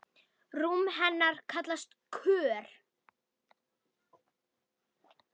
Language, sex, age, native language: Icelandic, female, 10, Icelandic